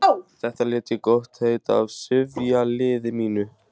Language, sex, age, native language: Icelandic, male, 14, Icelandic